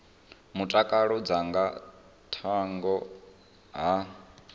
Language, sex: Venda, male